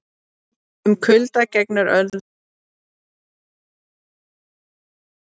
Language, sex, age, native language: Icelandic, female, 30-39, Icelandic